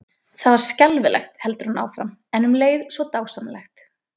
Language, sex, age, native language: Icelandic, female, 20-29, Icelandic